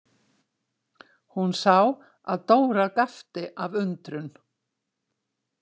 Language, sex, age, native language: Icelandic, female, 60-69, Icelandic